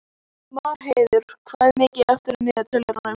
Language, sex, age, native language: Icelandic, male, 14, Icelandic